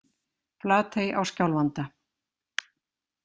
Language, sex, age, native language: Icelandic, female, 50-59, Icelandic